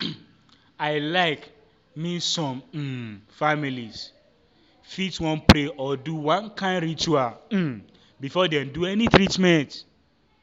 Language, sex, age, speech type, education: Nigerian Pidgin, male, 15-29, spontaneous, tertiary